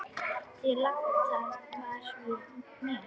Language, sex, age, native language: Icelandic, female, 10, Icelandic